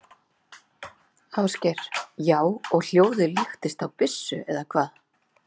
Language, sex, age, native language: Icelandic, female, 40-49, Icelandic